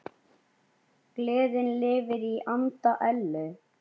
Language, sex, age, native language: Icelandic, male, 9, Icelandic